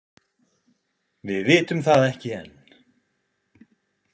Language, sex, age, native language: Icelandic, male, 20-29, Icelandic